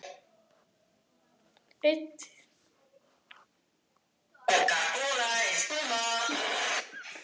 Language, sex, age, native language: Icelandic, other, 12, Icelandic